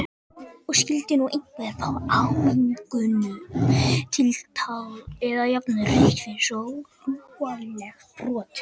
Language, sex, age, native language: Icelandic, male, 18-19, Icelandic